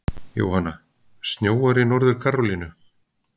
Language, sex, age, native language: Icelandic, male, 50-59, Icelandic